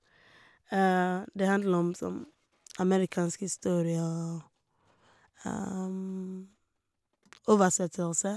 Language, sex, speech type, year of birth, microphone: Norwegian, female, spontaneous, 1988, Shure